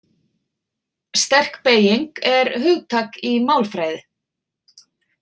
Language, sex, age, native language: Icelandic, female, 40-49, Icelandic